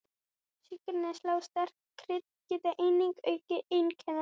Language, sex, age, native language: Icelandic, female, 20-29, Icelandic